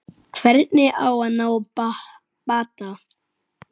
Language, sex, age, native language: Icelandic, male, 9, Icelandic